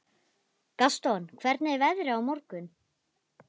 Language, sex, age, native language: Icelandic, female, 11, Icelandic